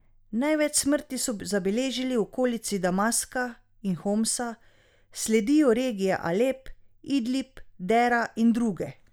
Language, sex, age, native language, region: Slovenian, female, 30-49, Slovenian, Drava region